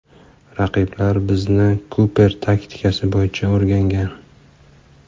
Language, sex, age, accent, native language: Uzbek, male, 25-34, Farg'ona, Uzbek